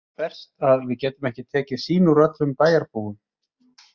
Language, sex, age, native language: Icelandic, male, 40-49, Icelandic